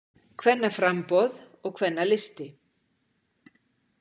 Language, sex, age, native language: Icelandic, female, 60-69, Icelandic